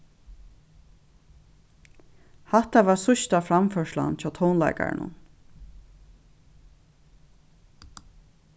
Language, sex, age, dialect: Faroese, female, 36-60, Suðurstreymoy